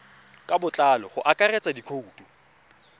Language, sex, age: Tswana, male, 24